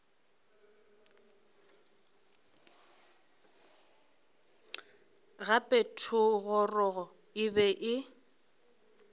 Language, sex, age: Northern Sotho, female, 21